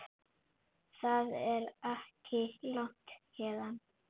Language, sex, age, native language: Icelandic, female, 8, Icelandic